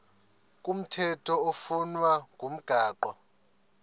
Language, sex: Xhosa, male